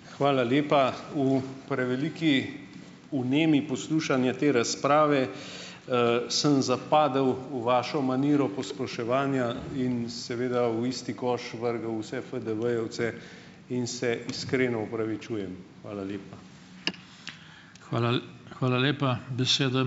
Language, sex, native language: Slovenian, male, Slovenian